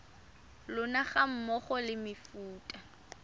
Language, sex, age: Tswana, female, 23